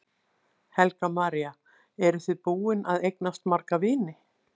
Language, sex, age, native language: Icelandic, female, 60-69, Icelandic